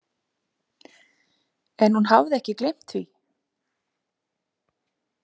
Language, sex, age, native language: Icelandic, female, 40-49, Icelandic